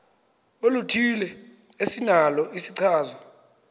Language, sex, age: Xhosa, male, 22